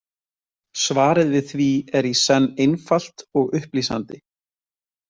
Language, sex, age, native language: Icelandic, male, 20-29, Icelandic